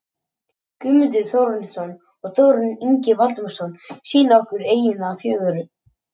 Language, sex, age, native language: Icelandic, male, 18-19, Icelandic